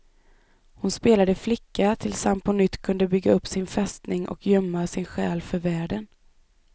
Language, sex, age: Swedish, female, 25